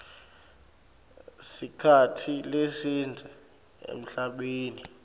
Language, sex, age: Swati, male, 21